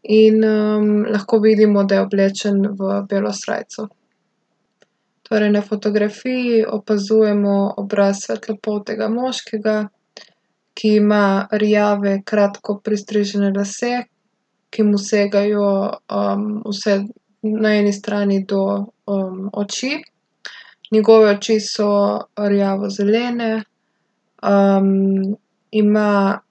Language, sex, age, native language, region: Slovenian, female, 18-29, Slovenian, Gorica region